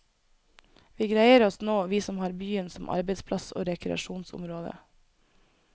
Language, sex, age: Norwegian, female, 24